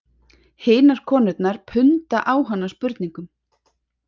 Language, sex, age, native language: Icelandic, female, 30-39, Icelandic